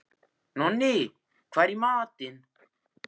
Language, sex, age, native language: Icelandic, male, 14, Icelandic